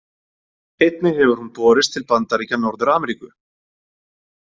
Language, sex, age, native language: Icelandic, male, 30-39, Icelandic